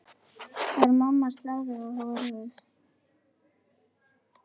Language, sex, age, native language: Icelandic, female, 9, Icelandic